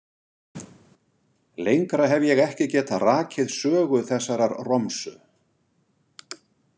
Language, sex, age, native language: Icelandic, male, 60-69, Icelandic